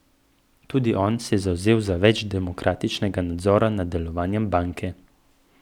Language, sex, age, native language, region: Slovenian, male, 18-29, Slovenian, Central Slovenia